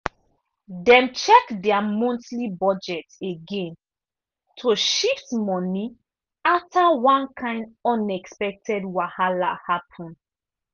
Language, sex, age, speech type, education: Nigerian Pidgin, female, 15-29, spontaneous, tertiary